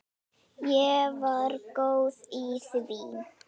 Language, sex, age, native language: Icelandic, female, 9, Icelandic